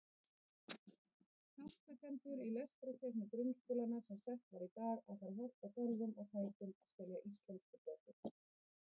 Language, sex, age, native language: Icelandic, female, 30-39, Icelandic